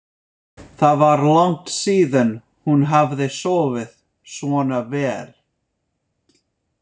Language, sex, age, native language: Icelandic, male, 50-59, English